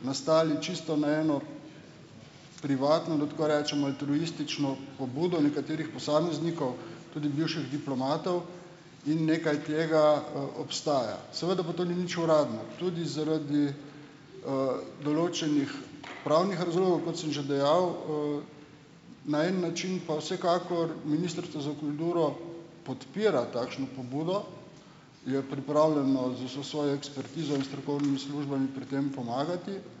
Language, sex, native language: Slovenian, male, Slovenian